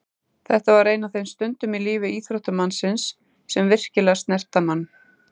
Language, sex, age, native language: Icelandic, female, 30-39, Icelandic